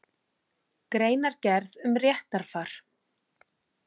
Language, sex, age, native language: Icelandic, female, 40-49, Icelandic